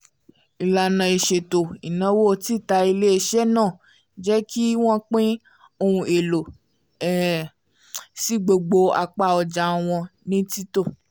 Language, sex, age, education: Yoruba, female, 15-29, tertiary